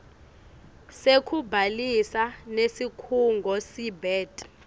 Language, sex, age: Swati, female, 18